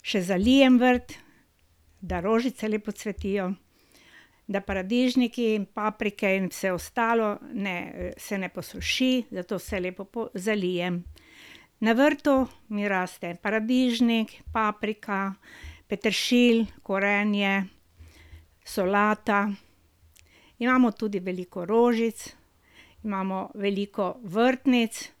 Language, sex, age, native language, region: Slovenian, female, 60+, Slovenian, Drava region